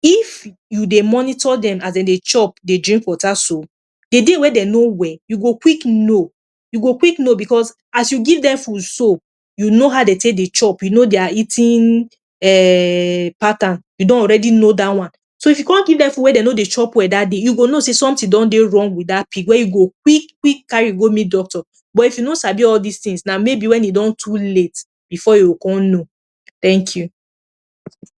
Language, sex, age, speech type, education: Nigerian Pidgin, female, 30-45, spontaneous, tertiary